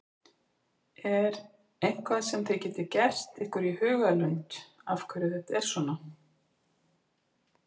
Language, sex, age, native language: Icelandic, female, 50-59, Icelandic